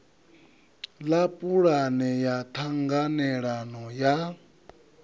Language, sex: Venda, male